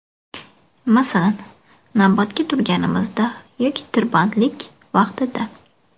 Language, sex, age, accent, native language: Uzbek, female, 18-24, Buxoro, Uzbek